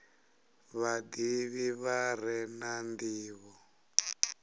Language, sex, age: Venda, male, 37